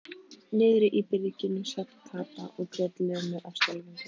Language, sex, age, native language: Icelandic, female, 14, Icelandic